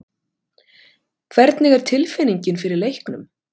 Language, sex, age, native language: Icelandic, female, 50-59, Icelandic